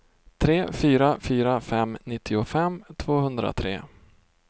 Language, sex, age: Swedish, male, 32